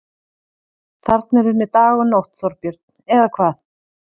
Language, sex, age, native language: Icelandic, female, 30-39, Icelandic